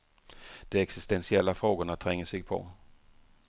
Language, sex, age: Swedish, male, 48